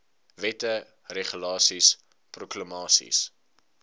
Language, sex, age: Afrikaans, male, 19